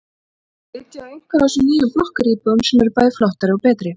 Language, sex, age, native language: Icelandic, female, 40-49, Icelandic